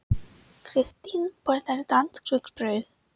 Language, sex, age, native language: Icelandic, female, 30-39, Icelandic